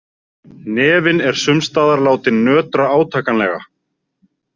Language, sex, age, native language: Icelandic, male, 40-49, Icelandic